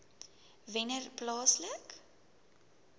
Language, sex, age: Afrikaans, female, 19